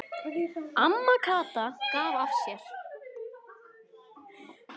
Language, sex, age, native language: Icelandic, female, 18-19, Icelandic